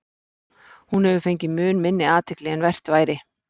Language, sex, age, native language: Icelandic, female, 40-49, Icelandic